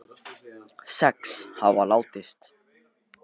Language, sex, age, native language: Icelandic, male, 18-19, Icelandic